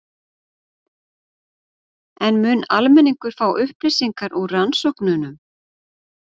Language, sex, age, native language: Icelandic, female, 40-49, Icelandic